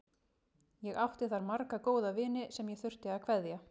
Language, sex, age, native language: Icelandic, female, 30-39, Icelandic